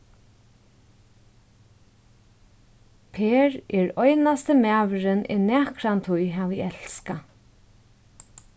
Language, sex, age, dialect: Faroese, female, 36-60, Norðurstreymoy/Eysturoy